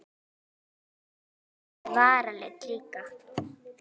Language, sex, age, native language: Icelandic, female, 9, Icelandic